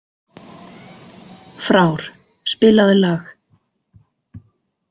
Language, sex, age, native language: Icelandic, female, 40-49, Icelandic